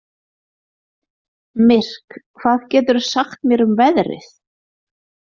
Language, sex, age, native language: Icelandic, female, 30-39, Icelandic